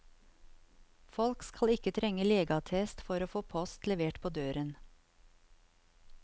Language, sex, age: Norwegian, female, 54